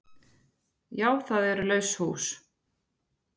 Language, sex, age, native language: Icelandic, female, 30-39, Icelandic